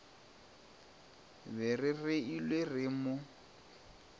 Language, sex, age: Northern Sotho, male, 23